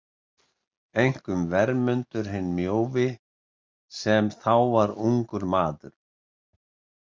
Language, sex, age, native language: Icelandic, male, 60-69, Icelandic